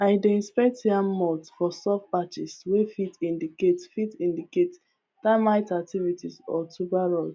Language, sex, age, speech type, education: Nigerian Pidgin, female, 15-29, spontaneous, tertiary